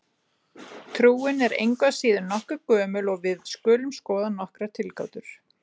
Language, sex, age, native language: Icelandic, female, 30-39, Icelandic